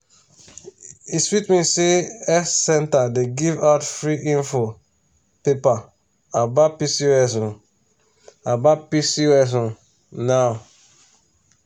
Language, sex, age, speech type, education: Nigerian Pidgin, male, 30-45, spontaneous, tertiary